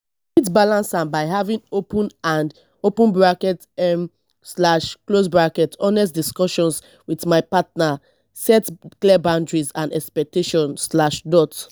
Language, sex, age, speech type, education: Nigerian Pidgin, female, 30-45, spontaneous, tertiary